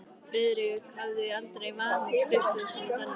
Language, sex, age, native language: Icelandic, female, 13, Icelandic